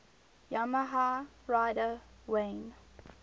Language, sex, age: English, female, 19